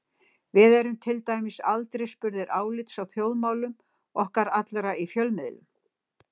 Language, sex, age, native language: Icelandic, female, 60-69, Icelandic